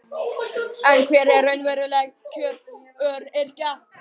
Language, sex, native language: Icelandic, other, Chinese